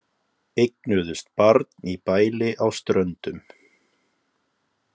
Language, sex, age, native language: Icelandic, male, 30-39, Icelandic